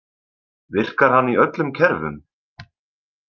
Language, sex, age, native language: Icelandic, male, 20-29, Icelandic